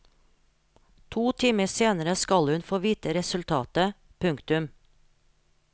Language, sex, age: Norwegian, female, 43